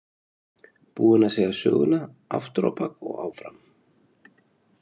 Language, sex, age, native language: Icelandic, male, 30-39, Icelandic